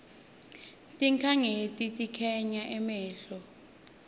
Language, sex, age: Swati, female, 21